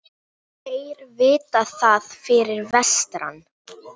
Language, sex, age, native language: Icelandic, female, 9, Icelandic